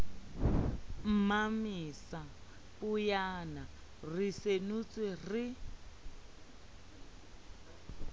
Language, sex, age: Southern Sotho, female, 30